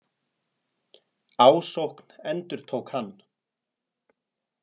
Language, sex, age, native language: Icelandic, male, 30-39, Icelandic